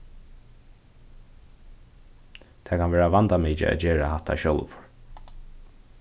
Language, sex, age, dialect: Faroese, male, 15-35, Suðurstreymoy